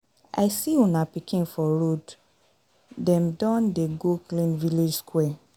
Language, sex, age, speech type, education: Nigerian Pidgin, female, 30-45, spontaneous, tertiary